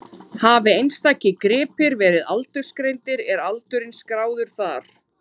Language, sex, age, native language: Icelandic, female, 30-39, Icelandic